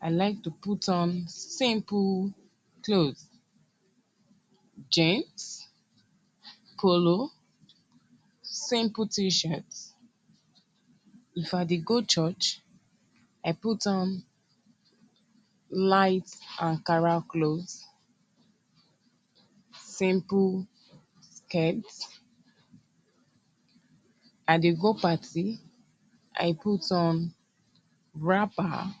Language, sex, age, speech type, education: Nigerian Pidgin, female, 30-45, spontaneous, tertiary